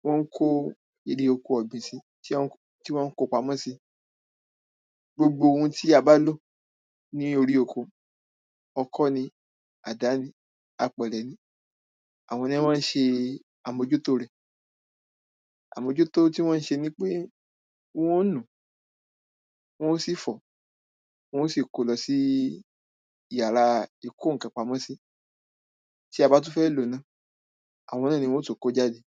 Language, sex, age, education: Yoruba, male, 15-29, primary